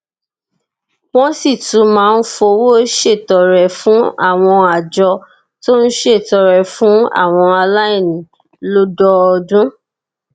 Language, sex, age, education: Yoruba, female, 30-45, tertiary